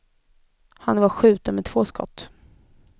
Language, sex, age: Swedish, female, 20